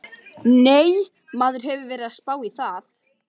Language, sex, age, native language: Icelandic, female, 11, Icelandic